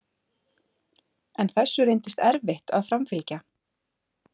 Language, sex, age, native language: Icelandic, female, 30-39, Icelandic